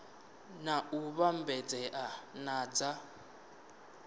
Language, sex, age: Venda, male, 19